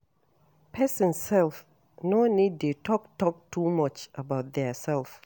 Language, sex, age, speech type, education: Nigerian Pidgin, female, 60+, read, tertiary